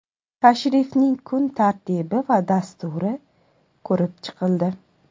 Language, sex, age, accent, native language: Uzbek, female, 19-29, Samarqand, Uzbek